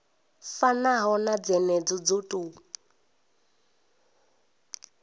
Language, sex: Venda, female